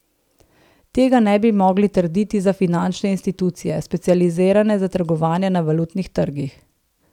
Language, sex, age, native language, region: Slovenian, female, 30-49, Slovenian, Southeast Slovenia